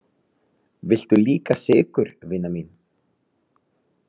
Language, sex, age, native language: Icelandic, male, 30-39, Icelandic